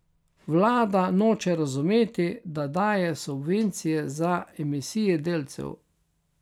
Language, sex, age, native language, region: Slovenian, male, 60+, Slovenian, Carinthia region